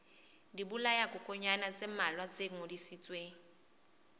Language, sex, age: Southern Sotho, female, 20